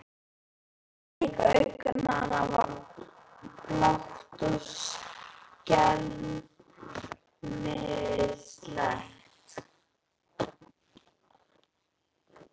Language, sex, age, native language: Icelandic, male, 11, Icelandic